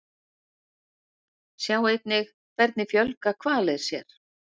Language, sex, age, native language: Icelandic, female, 60-69, Icelandic